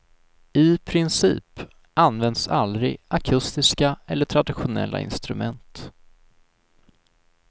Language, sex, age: Swedish, male, 19